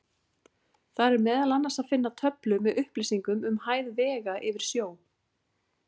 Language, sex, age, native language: Icelandic, female, 40-49, Icelandic